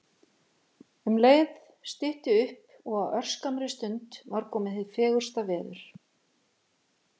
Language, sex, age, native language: Icelandic, female, 50-59, Icelandic